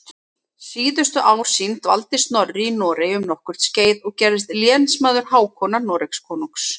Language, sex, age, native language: Icelandic, female, 30-39, Icelandic